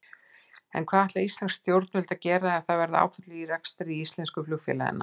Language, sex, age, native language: Icelandic, female, 60-69, Icelandic